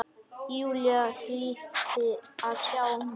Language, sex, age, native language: Icelandic, male, 10, Icelandic